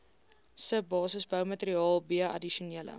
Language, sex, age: Afrikaans, female, 19